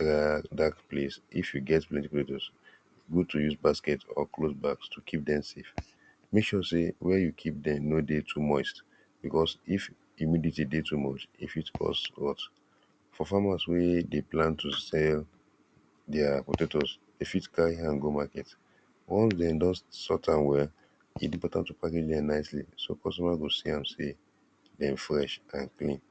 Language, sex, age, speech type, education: Nigerian Pidgin, male, 15-29, spontaneous, primary